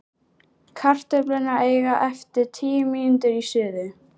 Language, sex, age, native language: Icelandic, female, 13, Icelandic